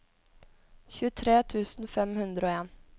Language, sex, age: Norwegian, female, 17